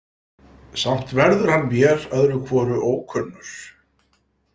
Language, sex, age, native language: Icelandic, male, 60-69, Icelandic